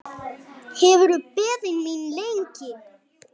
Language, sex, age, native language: Icelandic, male, 8, Icelandic